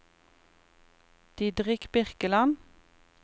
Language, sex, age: Norwegian, female, 28